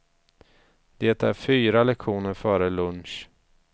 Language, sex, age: Swedish, male, 34